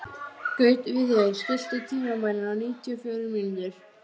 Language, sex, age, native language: Icelandic, female, 12, Icelandic